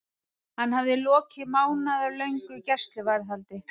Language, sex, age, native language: Icelandic, female, 30-39, Icelandic